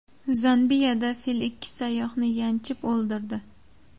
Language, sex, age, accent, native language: Uzbek, female, 18-24, Surxondaryo, Uzbek